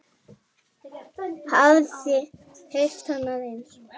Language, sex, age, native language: Icelandic, female, 7, Icelandic